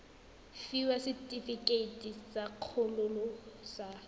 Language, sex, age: Tswana, female, 18